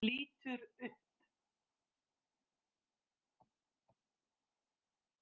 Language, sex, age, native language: Icelandic, female, 50-59, Icelandic